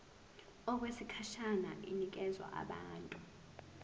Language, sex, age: Zulu, female, 18